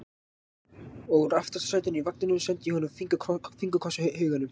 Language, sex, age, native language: Icelandic, male, 18-19, Icelandic